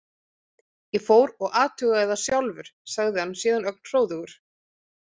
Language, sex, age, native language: Icelandic, female, 30-39, Icelandic